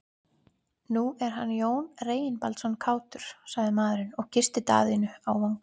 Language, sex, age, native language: Icelandic, female, 20-29, Icelandic